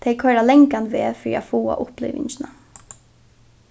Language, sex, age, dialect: Faroese, female, 15-35, Norðuroyggjar